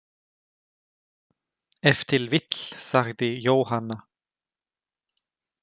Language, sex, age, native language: Icelandic, male, 20-29, German